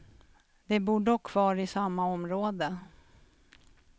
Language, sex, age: Swedish, female, 46